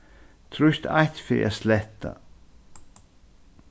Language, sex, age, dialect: Faroese, male, 61+, Suðurstreymoy